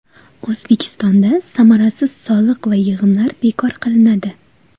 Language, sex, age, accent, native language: Uzbek, female, 18-24, Toshkent viloyati, Uzbek